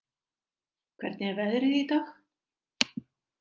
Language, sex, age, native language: Icelandic, female, 60-69, Icelandic